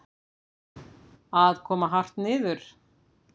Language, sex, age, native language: Icelandic, female, 50-59, Icelandic